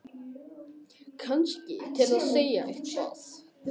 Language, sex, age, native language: Icelandic, male, 18-19, Icelandic